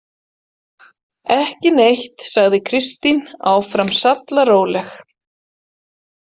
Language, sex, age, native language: Icelandic, female, 40-49, Icelandic